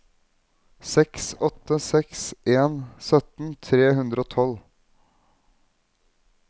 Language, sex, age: Norwegian, male, 21